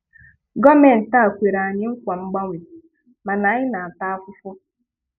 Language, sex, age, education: Igbo, female, 15-29, tertiary